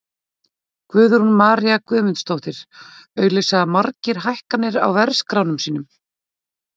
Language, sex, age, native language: Icelandic, female, 40-49, Icelandic